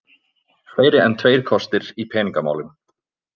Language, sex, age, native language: Icelandic, male, 20-29, Icelandic